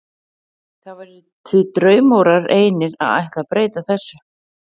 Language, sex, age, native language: Icelandic, female, 40-49, Icelandic